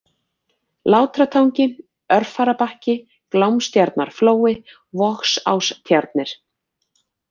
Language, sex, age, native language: Icelandic, female, 40-49, Icelandic